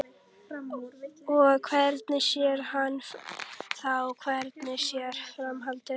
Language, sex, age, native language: Icelandic, female, 11, Icelandic